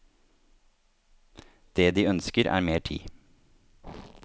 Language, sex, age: Norwegian, male, 30